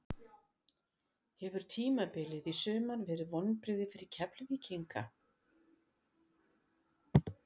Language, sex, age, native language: Icelandic, female, 60-69, Icelandic